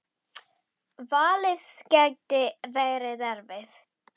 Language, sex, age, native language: Icelandic, female, 10, Icelandic